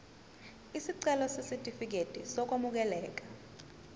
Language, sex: Zulu, female